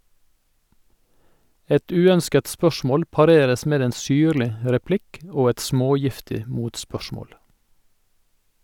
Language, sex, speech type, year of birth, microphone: Norwegian, male, read, 1961, Sennheiser